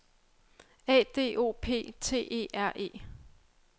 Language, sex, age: Danish, female, 35